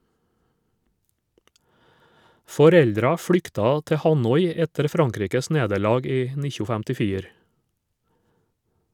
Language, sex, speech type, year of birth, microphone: Norwegian, male, read, 1956, Shure